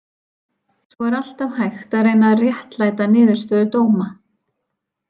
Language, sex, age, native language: Icelandic, female, 40-49, Icelandic